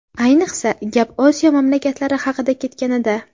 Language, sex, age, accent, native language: Uzbek, female, 18-24, Qashqadaryo, Uzbek